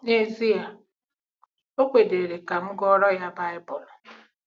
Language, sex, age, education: Igbo, female, 46-60, tertiary